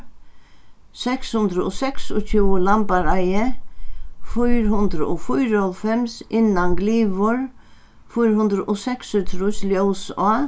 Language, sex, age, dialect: Faroese, female, 61+, Sandoy